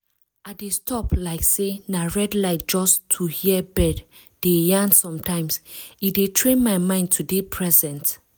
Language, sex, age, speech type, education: Nigerian Pidgin, female, 15-29, spontaneous, tertiary